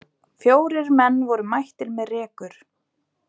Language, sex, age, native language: Icelandic, female, 20-29, Icelandic